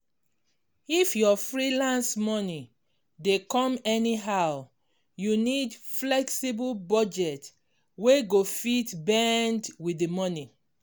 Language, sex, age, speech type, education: Nigerian Pidgin, female, 46-60, spontaneous, tertiary